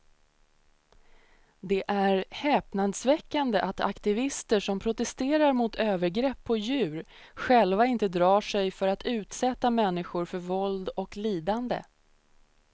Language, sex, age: Swedish, female, 30